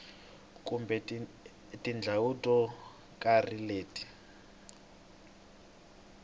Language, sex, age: Tsonga, male, 22